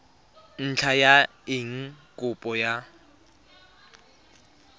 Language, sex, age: Tswana, male, 23